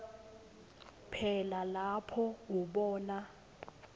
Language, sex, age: Swati, female, 20